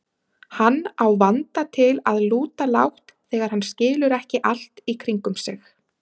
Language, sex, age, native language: Icelandic, female, 30-39, Icelandic